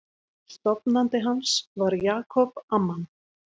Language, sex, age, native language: Icelandic, female, 30-39, Icelandic